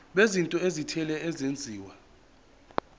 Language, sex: Zulu, male